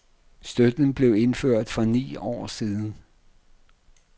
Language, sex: Danish, male